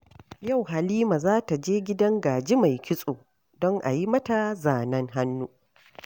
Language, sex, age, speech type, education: Hausa, female, 46-60, read, tertiary